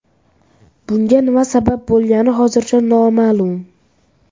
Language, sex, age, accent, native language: Uzbek, male, 12-17, Farg'ona, Uzbek